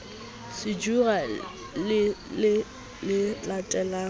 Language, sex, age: Southern Sotho, female, 20